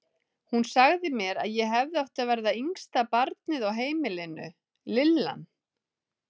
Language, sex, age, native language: Icelandic, female, 30-39, Icelandic